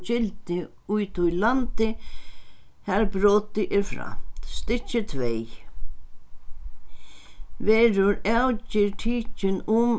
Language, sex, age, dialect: Faroese, female, 61+, Sandoy